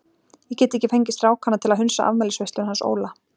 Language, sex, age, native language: Icelandic, female, 40-49, Icelandic